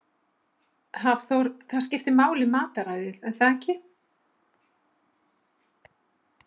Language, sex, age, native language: Icelandic, female, 60-69, Icelandic